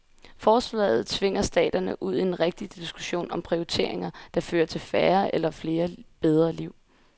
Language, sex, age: Danish, female, 20